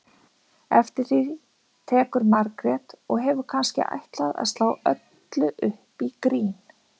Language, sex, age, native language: Icelandic, female, 50-59, Icelandic